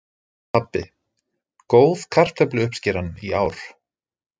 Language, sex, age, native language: Icelandic, male, 30-39, Icelandic